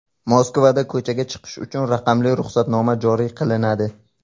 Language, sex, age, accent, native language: Uzbek, male, 18-24, Qashqadaryo, Uzbek